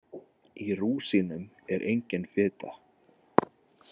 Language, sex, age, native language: Icelandic, male, 20-29, Icelandic